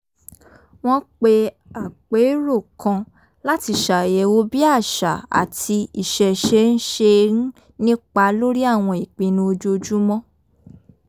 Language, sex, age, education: Yoruba, female, 15-29, tertiary